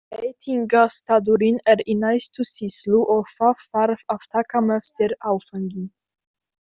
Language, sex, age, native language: Icelandic, female, 18-19, Icelandic